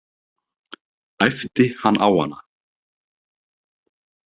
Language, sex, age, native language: Icelandic, male, 30-39, Icelandic